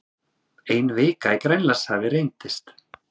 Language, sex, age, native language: Icelandic, male, 30-39, Icelandic